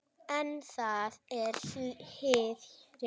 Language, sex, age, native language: Icelandic, female, 9, Icelandic